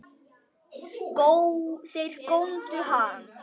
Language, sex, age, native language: Icelandic, male, 8, Icelandic